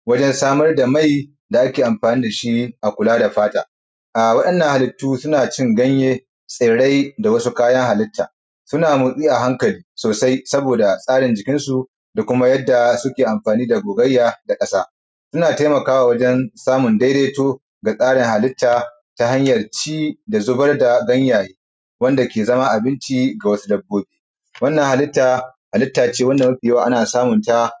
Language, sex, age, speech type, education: Hausa, male, 30-45, spontaneous, primary